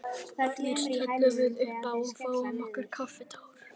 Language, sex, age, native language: Icelandic, female, 11, Icelandic